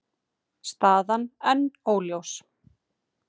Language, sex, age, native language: Icelandic, female, 30-39, Icelandic